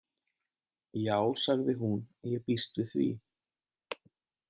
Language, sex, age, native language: Icelandic, male, 30-39, Icelandic